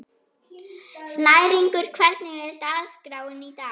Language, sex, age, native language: Icelandic, female, 11, German